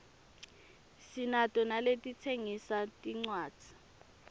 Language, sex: Swati, female